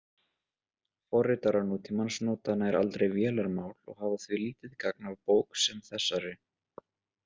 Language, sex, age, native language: Icelandic, male, 20-29, Icelandic